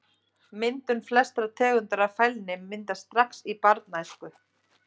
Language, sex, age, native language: Icelandic, female, 30-39, Icelandic